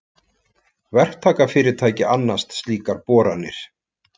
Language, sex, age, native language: Icelandic, male, 40-49, Icelandic